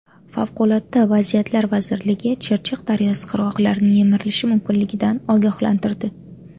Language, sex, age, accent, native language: Uzbek, female, 18-24, Namangan, Uzbek